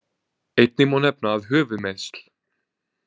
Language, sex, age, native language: Icelandic, male, 20-29, Icelandic